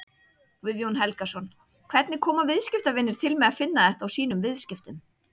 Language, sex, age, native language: Icelandic, female, 30-39, Icelandic